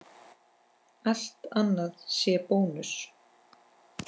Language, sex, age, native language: Icelandic, female, 10, Icelandic